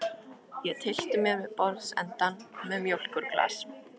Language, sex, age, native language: Icelandic, female, 13, Icelandic